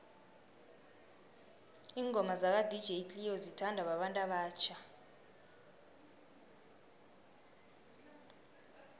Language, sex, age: South Ndebele, female, 19